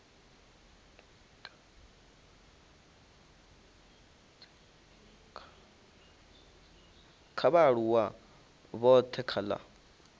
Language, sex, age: Venda, male, 19